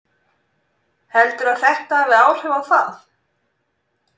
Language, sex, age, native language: Icelandic, female, 40-49, Icelandic